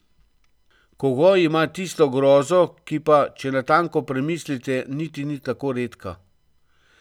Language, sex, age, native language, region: Slovenian, male, 50-59, Slovenian, Central Slovenia